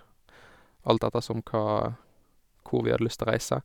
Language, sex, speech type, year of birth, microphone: Norwegian, male, spontaneous, 1987, Sennheiser